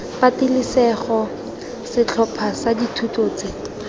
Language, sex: Tswana, female